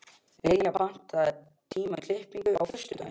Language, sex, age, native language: Icelandic, male, 12, Icelandic